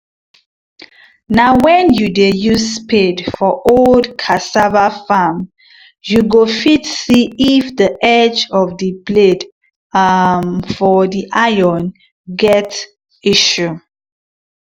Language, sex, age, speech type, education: Nigerian Pidgin, female, 15-29, spontaneous, tertiary